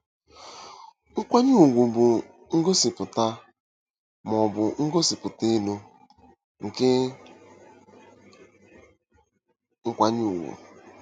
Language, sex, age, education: Igbo, male, 15-29, tertiary